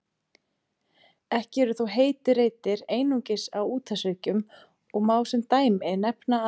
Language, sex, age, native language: Icelandic, female, 30-39, Icelandic